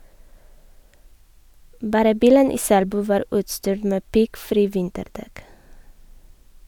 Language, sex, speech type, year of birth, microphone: Norwegian, female, read, 1987, Sennheiser